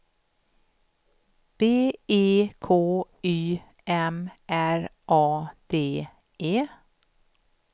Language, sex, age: Swedish, female, 51